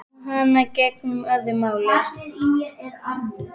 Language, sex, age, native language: Icelandic, female, 10, Icelandic